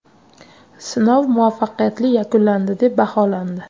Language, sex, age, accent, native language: Uzbek, female, 25-34, Qashqadaryo, Uzbek